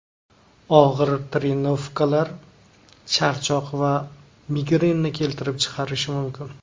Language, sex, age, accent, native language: Uzbek, male, 19-29, Namangan, Uzbek